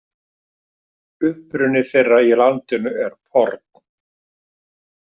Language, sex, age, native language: Icelandic, male, 50-59, Icelandic